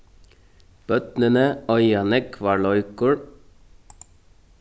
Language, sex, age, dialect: Faroese, male, 36-60, Norðurstreymoy/Eysturoy